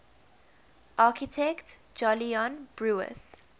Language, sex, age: English, female, 21